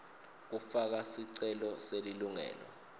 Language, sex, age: Swati, male, 22